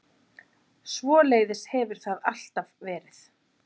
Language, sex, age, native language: Icelandic, female, 40-49, Icelandic